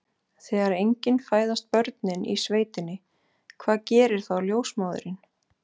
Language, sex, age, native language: Icelandic, female, 40-49, Icelandic